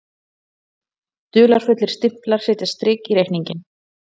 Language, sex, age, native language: Icelandic, female, 40-49, Icelandic